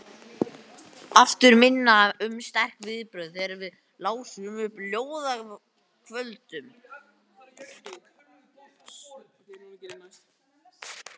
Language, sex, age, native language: Icelandic, male, 18-19, Icelandic